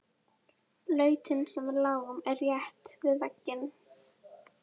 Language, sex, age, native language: Icelandic, female, 11, Icelandic